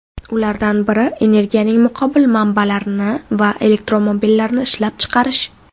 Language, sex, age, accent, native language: Uzbek, female, under 19, Navoiy, Uzbek